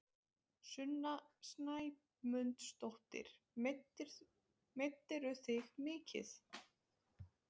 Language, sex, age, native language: Icelandic, female, 20-29, Icelandic